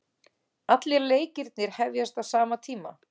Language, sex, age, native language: Icelandic, female, 30-39, Icelandic